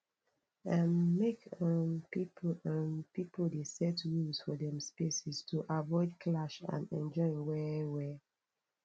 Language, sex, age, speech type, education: Nigerian Pidgin, female, 15-29, spontaneous, tertiary